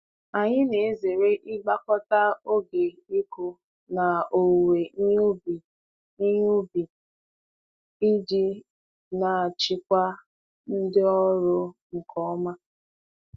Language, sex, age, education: Igbo, female, 15-29, tertiary